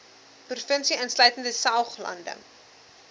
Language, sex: Afrikaans, female